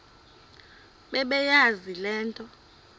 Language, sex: Xhosa, female